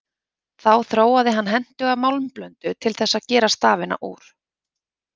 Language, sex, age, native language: Icelandic, female, 30-39, Icelandic